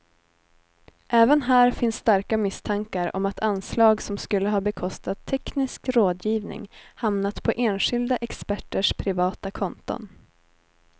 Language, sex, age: Swedish, female, 19